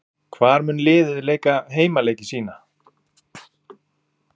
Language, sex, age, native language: Icelandic, male, 40-49, Icelandic